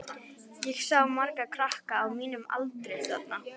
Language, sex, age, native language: Icelandic, female, 11, Icelandic